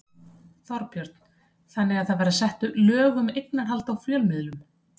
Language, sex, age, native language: Icelandic, female, 30-39, Icelandic